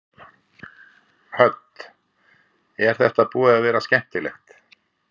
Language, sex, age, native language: Icelandic, male, 50-59, Icelandic